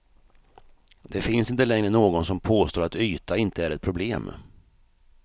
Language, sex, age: Swedish, male, 53